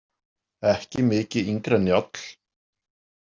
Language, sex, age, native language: Icelandic, male, 40-49, Icelandic